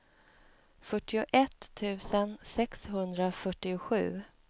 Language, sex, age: Swedish, female, 37